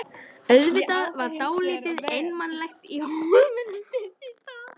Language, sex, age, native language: Icelandic, female, 13, Icelandic